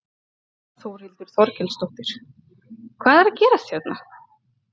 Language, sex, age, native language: Icelandic, female, 30-39, Icelandic